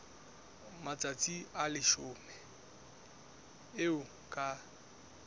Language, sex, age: Southern Sotho, male, 19